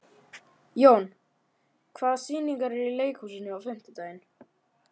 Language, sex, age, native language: Icelandic, male, 11, Icelandic